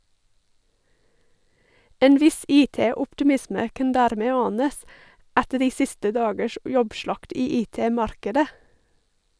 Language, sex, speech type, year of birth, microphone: Norwegian, female, read, 1985, Sennheiser